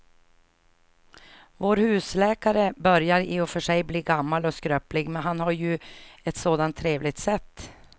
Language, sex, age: Swedish, female, 49